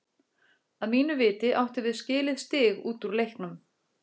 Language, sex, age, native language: Icelandic, female, 40-49, Icelandic